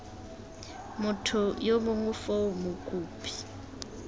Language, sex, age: Tswana, female, 18